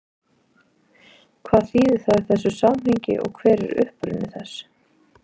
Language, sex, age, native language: Icelandic, female, 30-39, Icelandic